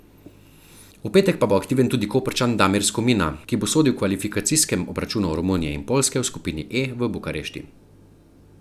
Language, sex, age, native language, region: Slovenian, male, 30-49, Slovenian, Central Slovenia